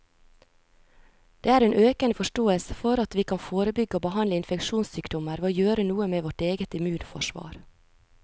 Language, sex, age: Norwegian, female, 36